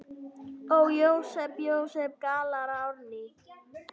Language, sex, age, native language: Icelandic, female, 9, Icelandic